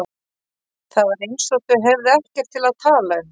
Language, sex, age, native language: Icelandic, female, 30-39, Icelandic